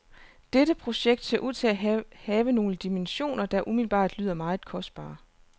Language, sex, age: Danish, female, 29